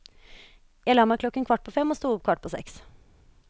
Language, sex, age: Norwegian, female, 29